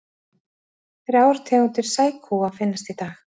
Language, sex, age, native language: Icelandic, female, 40-49, Icelandic